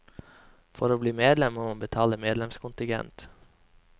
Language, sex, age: Norwegian, male, 21